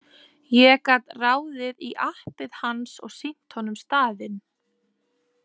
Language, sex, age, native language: Icelandic, female, 20-29, Icelandic